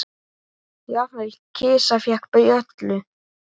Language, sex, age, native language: Icelandic, male, 8, Icelandic